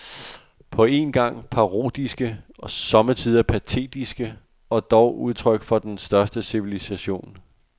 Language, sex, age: Danish, male, 48